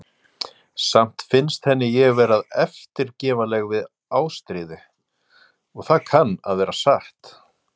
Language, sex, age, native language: Icelandic, male, 40-49, Icelandic